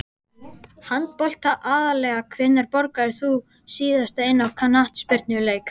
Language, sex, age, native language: Icelandic, male, 12, Icelandic